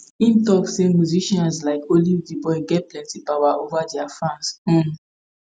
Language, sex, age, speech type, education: Nigerian Pidgin, female, 15-29, spontaneous, tertiary